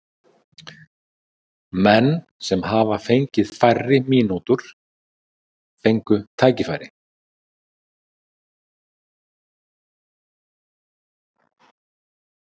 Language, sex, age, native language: Icelandic, male, 40-49, Icelandic